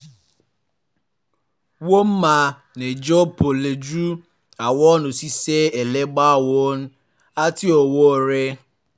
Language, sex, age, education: Yoruba, male, 15-29, tertiary